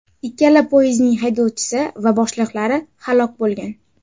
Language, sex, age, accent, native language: Uzbek, female, under 19, Jizzax, Uzbek